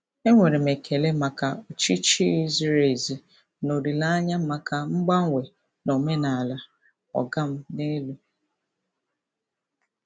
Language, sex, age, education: Igbo, female, 30-45, tertiary